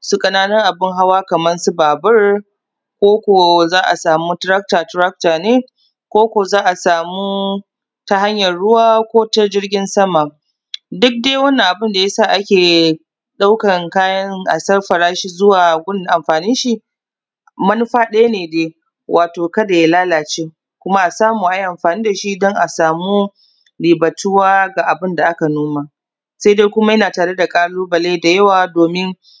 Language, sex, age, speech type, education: Hausa, female, 30-45, spontaneous, tertiary